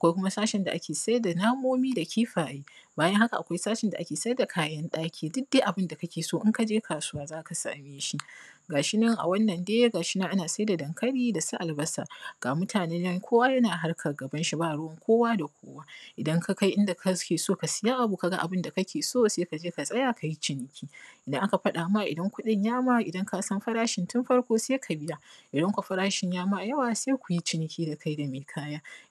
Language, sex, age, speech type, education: Hausa, female, 30-45, spontaneous, primary